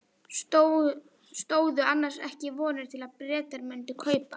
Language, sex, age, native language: Icelandic, female, 11, Icelandic